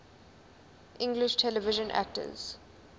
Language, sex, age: English, female, 20